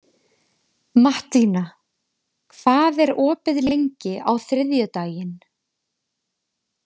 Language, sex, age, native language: Icelandic, female, 20-29, Icelandic